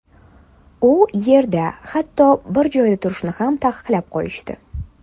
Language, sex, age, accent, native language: Uzbek, female, 19-29, Toshkent shahri, Uzbek